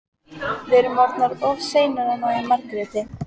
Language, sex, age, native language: Icelandic, female, 14, Icelandic